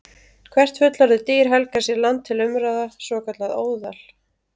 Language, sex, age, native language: Icelandic, female, 30-39, Icelandic